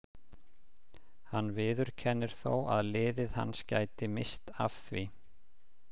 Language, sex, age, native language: Icelandic, male, 50-59, Icelandic